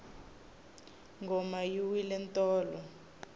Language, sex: Tsonga, female